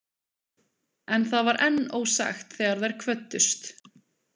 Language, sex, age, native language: Icelandic, female, 20-29, Icelandic